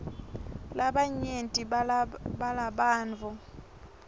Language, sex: Swati, female